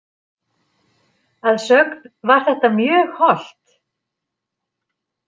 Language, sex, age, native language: Icelandic, female, 50-59, Icelandic